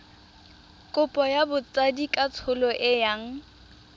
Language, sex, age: Tswana, female, 20